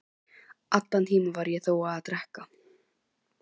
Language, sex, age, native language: Icelandic, female, 11, Icelandic